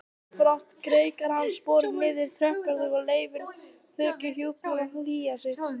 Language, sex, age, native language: Icelandic, female, 18-19, Icelandic